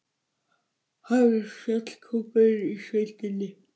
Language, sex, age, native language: Icelandic, male, 18-19, Icelandic